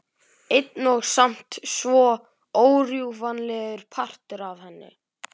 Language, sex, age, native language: Icelandic, male, 11, Icelandic